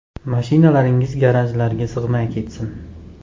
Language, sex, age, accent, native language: Uzbek, male, 18-24, Andijon, Uzbek